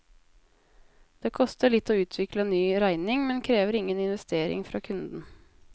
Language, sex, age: Norwegian, female, 20